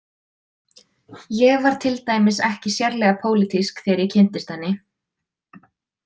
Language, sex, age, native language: Icelandic, female, 20-29, Icelandic